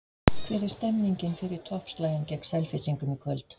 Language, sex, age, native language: Icelandic, female, 50-59, Icelandic